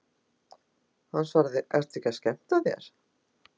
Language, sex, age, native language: Icelandic, female, 60-69, Icelandic